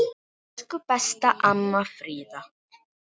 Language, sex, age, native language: Icelandic, female, 9, Icelandic